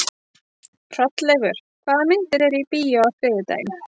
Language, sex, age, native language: Icelandic, female, 30-39, Icelandic